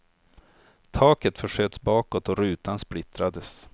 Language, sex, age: Swedish, male, 43